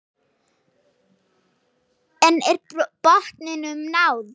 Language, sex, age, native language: Icelandic, female, 6, German